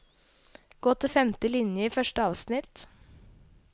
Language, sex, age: Norwegian, female, 22